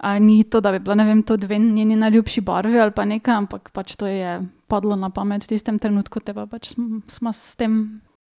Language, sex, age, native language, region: Slovenian, female, 18-29, Slovenian, Drava region